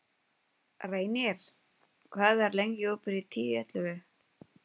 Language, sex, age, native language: Icelandic, female, 20-29, Filipino